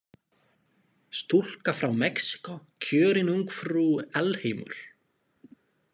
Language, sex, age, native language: Icelandic, male, 20-29, Slovak